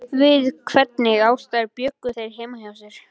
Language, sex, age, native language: Icelandic, male, 11, Icelandic